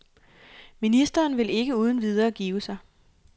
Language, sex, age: Danish, female, 28